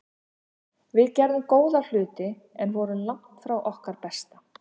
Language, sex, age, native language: Icelandic, female, 50-59, Icelandic